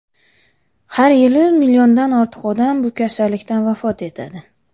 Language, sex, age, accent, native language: Uzbek, female, 19-29, Toshkent viloyati, Uzbek